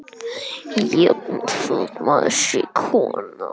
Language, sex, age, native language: Icelandic, male, 10, Icelandic